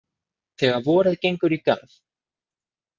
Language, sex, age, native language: Icelandic, male, 20-29, Icelandic